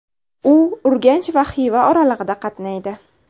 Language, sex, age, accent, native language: Uzbek, female, 18-24, Samarqand, Uzbek